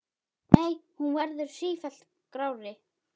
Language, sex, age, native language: Icelandic, female, 10, Icelandic